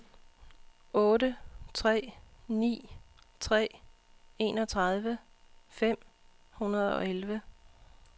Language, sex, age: Danish, female, 39